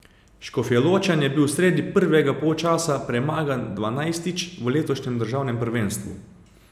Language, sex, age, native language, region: Slovenian, male, 30-49, Slovenian, Savinja region